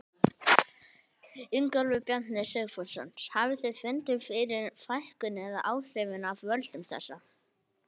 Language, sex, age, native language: Icelandic, male, 18-19, Icelandic